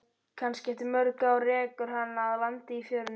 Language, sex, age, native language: Icelandic, male, 12, Icelandic